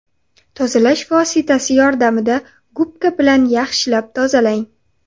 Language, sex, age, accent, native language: Uzbek, female, 18-24, Sirdaryo, Uzbek